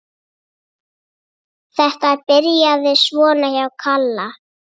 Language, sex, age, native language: Icelandic, female, 8, Icelandic